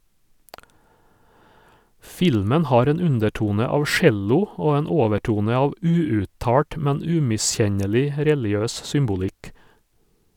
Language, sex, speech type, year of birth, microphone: Norwegian, male, read, 1956, Sennheiser